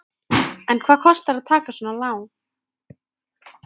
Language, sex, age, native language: Icelandic, female, 13, Icelandic